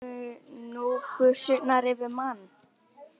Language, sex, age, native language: Icelandic, male, 18-19, Icelandic